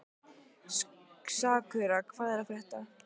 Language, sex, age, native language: Icelandic, female, 15, Icelandic